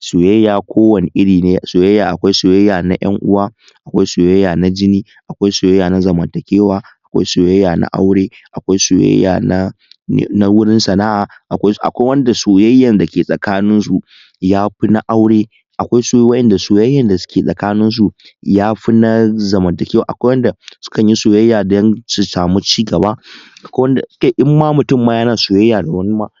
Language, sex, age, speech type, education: Hausa, male, 15-29, spontaneous, tertiary